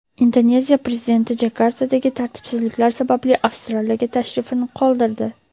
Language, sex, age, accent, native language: Uzbek, female, 18-24, Toshkent shahri, Uzbek